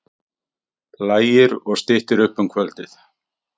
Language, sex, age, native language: Icelandic, male, 50-59, Icelandic